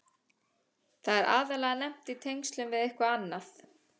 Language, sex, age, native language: Icelandic, female, 30-39, Icelandic